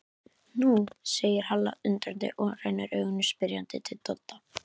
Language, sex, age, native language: Icelandic, female, 11, Icelandic